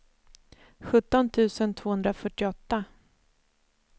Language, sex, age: Swedish, female, 29